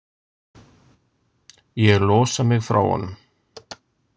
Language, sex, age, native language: Icelandic, male, 60-69, Icelandic